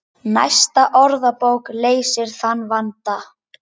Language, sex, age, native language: Icelandic, male, 10, Icelandic